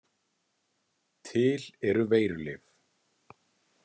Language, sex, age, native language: Icelandic, male, 30-39, Icelandic